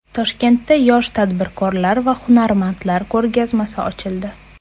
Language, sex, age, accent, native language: Uzbek, female, 25-34, Surxondaryo, Uzbek